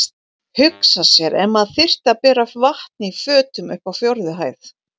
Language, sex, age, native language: Icelandic, female, 40-49, Icelandic